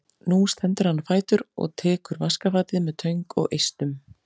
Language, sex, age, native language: Icelandic, female, 40-49, Icelandic